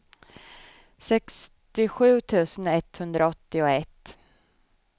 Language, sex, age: Swedish, female, 24